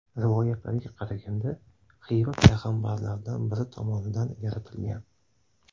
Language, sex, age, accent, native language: Uzbek, male, 18-24, Toshkent shahri, Uzbek